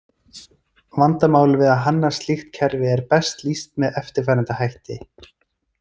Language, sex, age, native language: Icelandic, male, 30-39, Icelandic